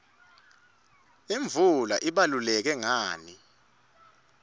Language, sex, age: Swati, male, 25